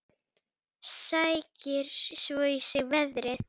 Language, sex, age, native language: Icelandic, female, 9, Icelandic